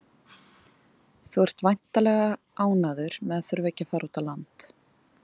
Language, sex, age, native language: Icelandic, female, 20-29, Icelandic